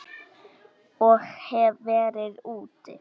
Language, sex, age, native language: Icelandic, female, 9, Icelandic